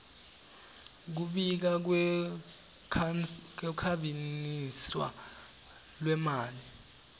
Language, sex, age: Swati, male, 18